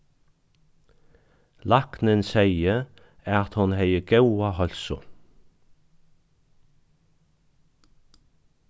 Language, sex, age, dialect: Faroese, male, 36-60, Norðuroyggjar